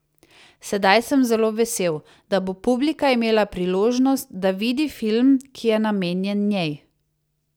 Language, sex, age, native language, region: Slovenian, female, 30-49, Slovenian, Savinja region